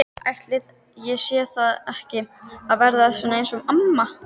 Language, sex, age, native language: Icelandic, female, 13, Icelandic